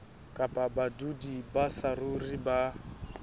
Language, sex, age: Southern Sotho, male, 20